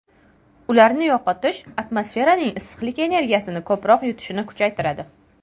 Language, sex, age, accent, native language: Uzbek, female, 18-24, Toshkent viloyati, Uzbek